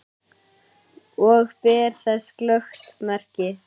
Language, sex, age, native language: Icelandic, male, 9, Icelandic